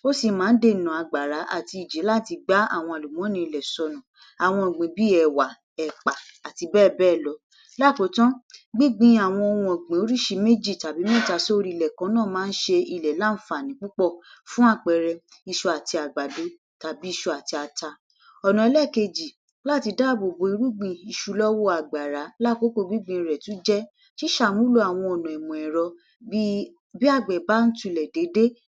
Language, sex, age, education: Yoruba, female, 60+, tertiary